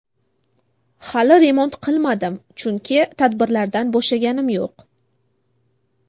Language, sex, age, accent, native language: Uzbek, female, 18-24, Buxoro, Uzbek